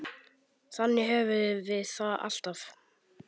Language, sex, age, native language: Icelandic, male, 10, Icelandic